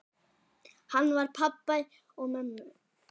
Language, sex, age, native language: Icelandic, male, 10, Icelandic